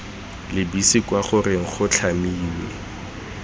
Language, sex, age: Tswana, male, 18